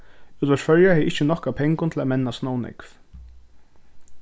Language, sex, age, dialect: Faroese, male, 15-35, Suðurstreymoy